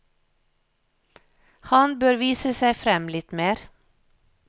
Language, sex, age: Norwegian, female, 56